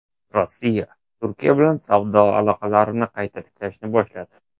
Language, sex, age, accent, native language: Uzbek, male, 18-24, Toshkent shahri, Uzbek